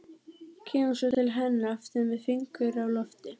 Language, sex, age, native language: Icelandic, female, 12, Icelandic